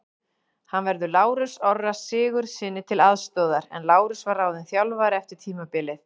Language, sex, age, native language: Icelandic, female, 40-49, Icelandic